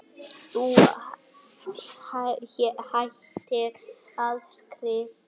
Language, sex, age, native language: Icelandic, male, 8, Icelandic